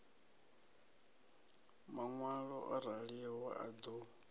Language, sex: Venda, male